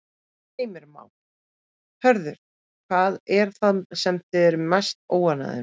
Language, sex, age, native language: Icelandic, female, 30-39, Icelandic